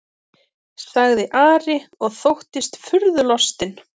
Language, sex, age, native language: Icelandic, female, 30-39, Icelandic